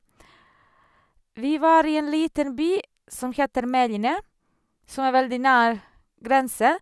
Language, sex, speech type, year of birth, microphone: Norwegian, female, spontaneous, 1978, Sennheiser